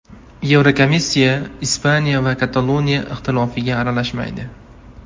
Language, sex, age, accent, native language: Uzbek, male, 18-24, Andijon, Uzbek